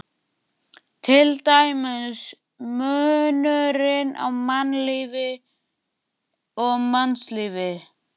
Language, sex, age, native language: Icelandic, male, 12, Icelandic